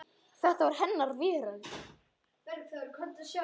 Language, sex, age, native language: Icelandic, male, 10, Icelandic